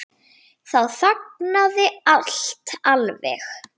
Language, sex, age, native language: Icelandic, female, 9, Icelandic